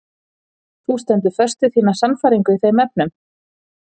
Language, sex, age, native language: Icelandic, female, 40-49, Icelandic